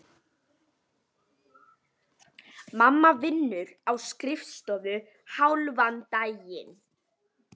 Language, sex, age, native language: Icelandic, female, 11, Icelandic